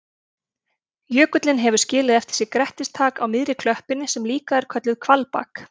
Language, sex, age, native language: Icelandic, female, 30-39, Icelandic